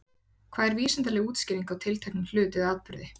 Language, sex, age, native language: Icelandic, female, 40-49, Icelandic